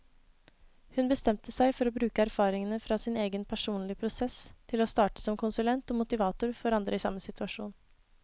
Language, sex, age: Norwegian, female, 26